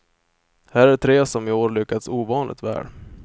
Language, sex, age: Swedish, male, 25